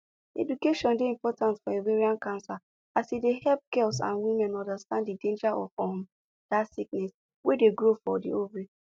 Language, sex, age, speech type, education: Nigerian Pidgin, female, 15-29, spontaneous, tertiary